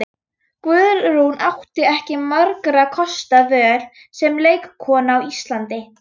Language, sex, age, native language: Icelandic, female, 13, Icelandic